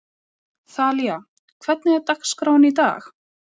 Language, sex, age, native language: Icelandic, female, 30-39, Icelandic